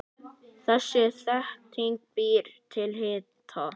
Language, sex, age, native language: Icelandic, male, 9, Icelandic